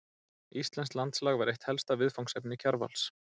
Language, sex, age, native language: Icelandic, male, 30-39, Icelandic